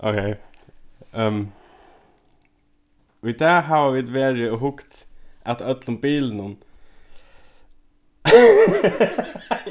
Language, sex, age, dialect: Faroese, male, 15-35, Norðurstreymoy/Eysturoy